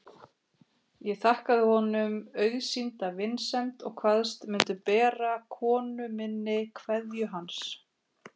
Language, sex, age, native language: Icelandic, female, 40-49, Icelandic